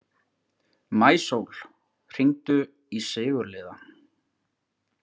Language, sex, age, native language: Icelandic, male, 40-49, Icelandic